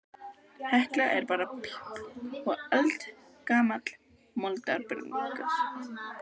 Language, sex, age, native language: Icelandic, other, 12, Icelandic